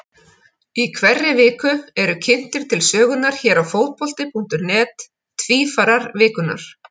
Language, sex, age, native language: Icelandic, female, 50-59, Icelandic